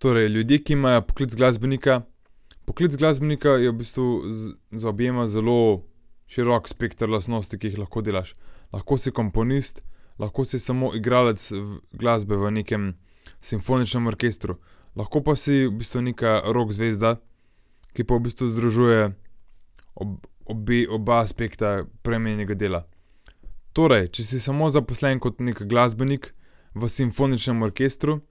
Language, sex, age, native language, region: Slovenian, male, 18-29, Slovenian, Gorenjska region